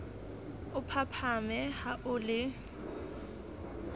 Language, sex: Southern Sotho, female